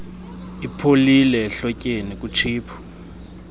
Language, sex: Xhosa, male